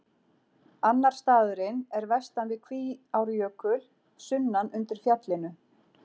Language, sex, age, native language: Icelandic, female, 40-49, Icelandic